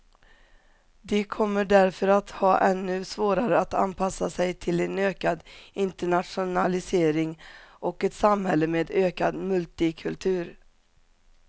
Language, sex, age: Swedish, female, 47